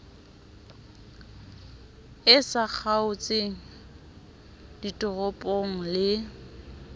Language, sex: Southern Sotho, female